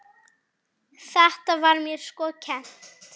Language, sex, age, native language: Icelandic, female, 9, Icelandic